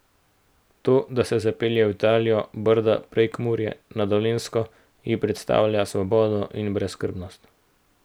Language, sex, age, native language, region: Slovenian, male, 18-29, Slovenian, Central Slovenia